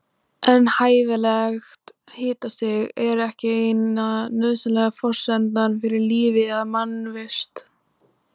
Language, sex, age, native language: Icelandic, female, 18-19, Icelandic